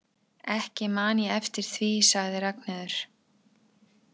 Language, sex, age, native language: Icelandic, female, 40-49, Icelandic